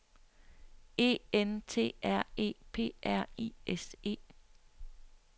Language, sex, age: Danish, female, 60